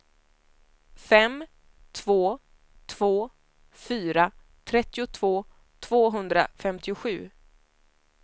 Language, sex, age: Swedish, female, 25